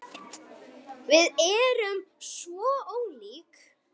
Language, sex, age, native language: Icelandic, male, 9, Icelandic